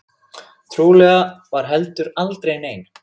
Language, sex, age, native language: Icelandic, male, 6, Icelandic